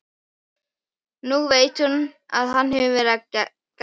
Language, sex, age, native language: Icelandic, male, 11, Icelandic